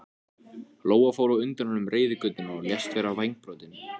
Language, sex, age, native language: Icelandic, male, 14, Icelandic